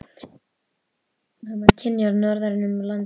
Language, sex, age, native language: Icelandic, female, 12, Icelandic